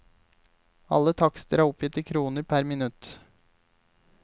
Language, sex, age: Norwegian, male, 28